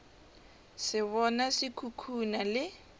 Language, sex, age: Northern Sotho, female, 21